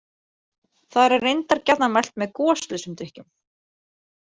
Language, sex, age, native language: Icelandic, female, 30-39, Icelandic